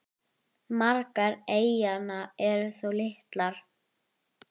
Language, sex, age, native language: Icelandic, female, 10, Icelandic